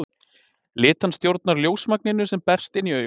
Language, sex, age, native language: Icelandic, male, 20-29, Icelandic